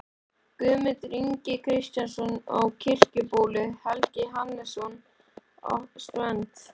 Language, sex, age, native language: Icelandic, male, 11, Icelandic